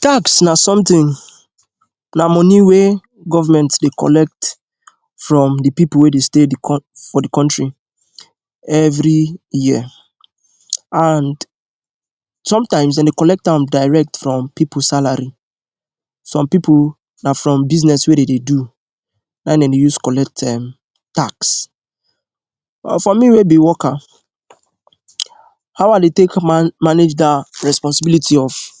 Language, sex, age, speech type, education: Nigerian Pidgin, male, 15-29, spontaneous, tertiary